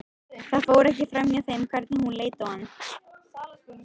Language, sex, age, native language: Icelandic, female, 13, Icelandic